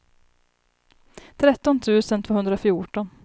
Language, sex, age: Swedish, female, 30